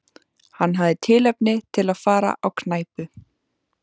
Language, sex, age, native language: Icelandic, female, 14, Icelandic